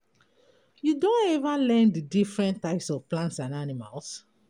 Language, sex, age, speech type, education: Nigerian Pidgin, female, 30-45, spontaneous, tertiary